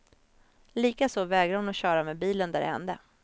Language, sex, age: Swedish, female, 26